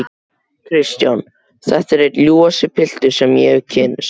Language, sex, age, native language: Icelandic, male, 12, Icelandic